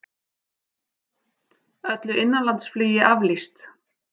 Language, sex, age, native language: Icelandic, female, 40-49, Icelandic